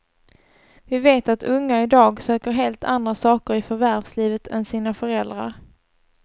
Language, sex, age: Swedish, female, 24